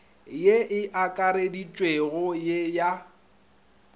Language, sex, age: Northern Sotho, male, 25